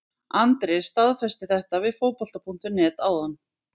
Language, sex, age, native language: Icelandic, female, 20-29, Icelandic